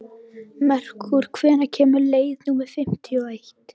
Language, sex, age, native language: Icelandic, female, 11, Icelandic